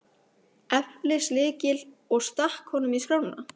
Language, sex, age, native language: Icelandic, female, 15, Icelandic